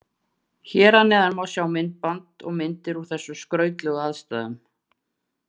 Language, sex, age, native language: Icelandic, female, 40-49, Icelandic